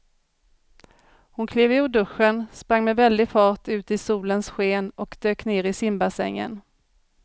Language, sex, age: Swedish, female, 40